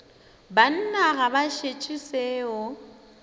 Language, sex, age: Northern Sotho, female, 19